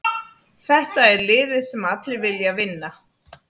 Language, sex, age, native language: Icelandic, female, 50-59, Icelandic